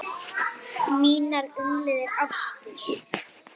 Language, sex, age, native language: Icelandic, female, 9, Icelandic